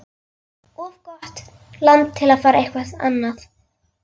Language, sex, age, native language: Icelandic, female, 11, Icelandic